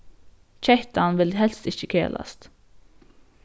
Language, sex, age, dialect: Faroese, female, 15-35, Norðurstreymoy/Eysturoy